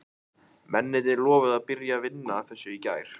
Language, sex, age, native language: Icelandic, male, 14, Icelandic